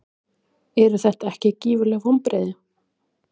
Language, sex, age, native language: Icelandic, female, 20-29, Icelandic